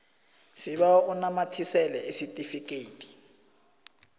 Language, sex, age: South Ndebele, male, 20